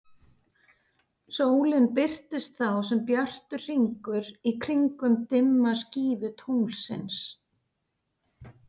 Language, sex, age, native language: Icelandic, female, 50-59, Icelandic